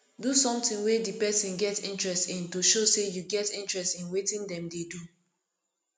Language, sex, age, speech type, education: Nigerian Pidgin, female, 15-29, spontaneous, tertiary